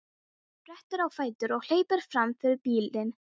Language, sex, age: Icelandic, female, 13